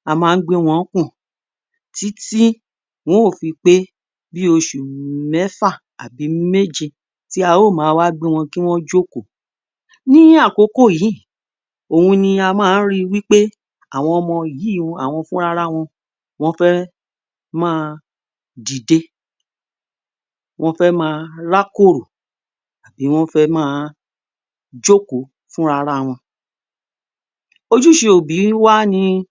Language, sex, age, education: Yoruba, female, 46-60, tertiary